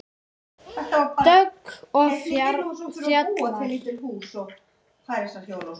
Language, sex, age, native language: Icelandic, male, 8, Icelandic